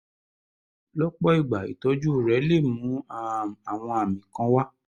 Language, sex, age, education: Yoruba, male, 30-45, tertiary